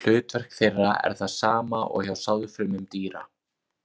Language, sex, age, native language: Icelandic, male, 20-29, Icelandic